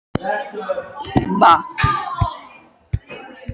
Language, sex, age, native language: Icelandic, male, 12, Icelandic